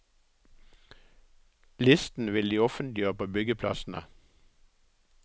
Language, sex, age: Norwegian, male, 63